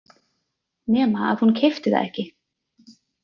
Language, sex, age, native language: Icelandic, female, 30-39, Icelandic